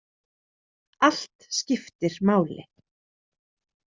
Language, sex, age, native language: Icelandic, female, 30-39, Icelandic